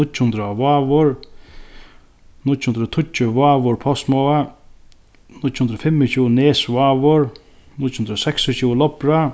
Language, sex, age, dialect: Faroese, male, 36-60, Sandoy